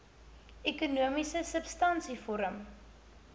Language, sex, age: Afrikaans, female, 18